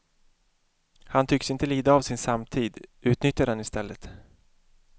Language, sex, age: Swedish, male, 31